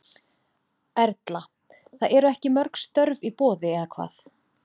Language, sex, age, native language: Icelandic, female, 30-39, Icelandic